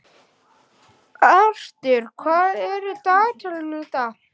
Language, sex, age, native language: Icelandic, male, 11, Icelandic